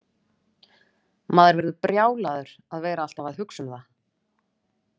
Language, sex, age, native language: Icelandic, female, 40-49, Icelandic